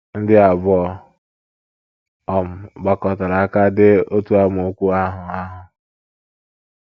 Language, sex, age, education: Igbo, male, 15-29, tertiary